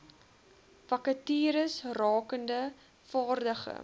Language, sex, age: Afrikaans, female, 21